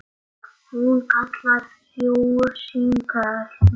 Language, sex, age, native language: Icelandic, male, 8, Icelandic